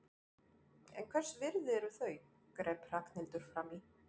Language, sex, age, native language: Icelandic, female, 40-49, French